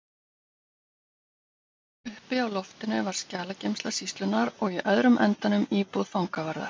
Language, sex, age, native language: Icelandic, female, 50-59, Icelandic